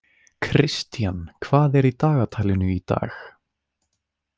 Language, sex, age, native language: Icelandic, male, 20-29, Icelandic